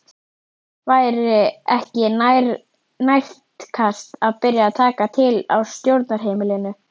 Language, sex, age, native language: Icelandic, female, 11, Icelandic